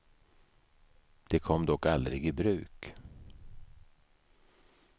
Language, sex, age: Swedish, male, 55